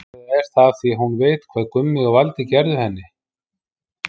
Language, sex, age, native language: Icelandic, male, 50-59, Icelandic